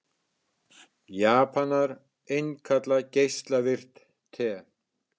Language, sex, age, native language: Icelandic, male, 60-69, Icelandic